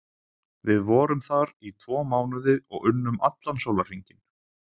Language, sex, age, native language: Icelandic, male, 20-29, Icelandic